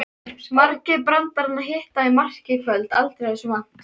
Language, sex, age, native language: Icelandic, female, 13, Icelandic